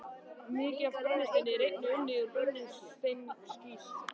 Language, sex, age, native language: Icelandic, male, 13, Icelandic